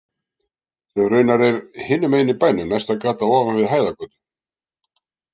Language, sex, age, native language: Icelandic, male, 60-69, Icelandic